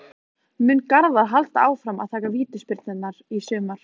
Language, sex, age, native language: Icelandic, female, 15, Icelandic